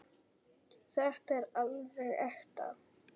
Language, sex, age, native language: Icelandic, male, 10, Icelandic